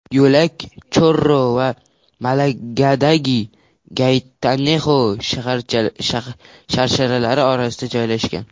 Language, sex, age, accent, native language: Uzbek, male, under 19, Toshkent shahri, Uzbek